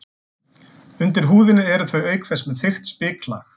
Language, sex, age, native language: Icelandic, male, 40-49, Icelandic